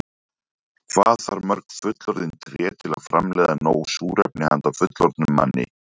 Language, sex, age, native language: Icelandic, male, 40-49, Icelandic